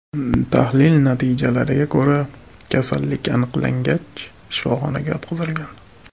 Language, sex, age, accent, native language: Uzbek, male, 25-34, Farg'ona, Uzbek